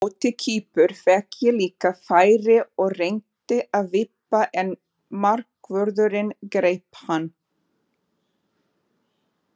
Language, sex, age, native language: Icelandic, female, 40-49, Portuguese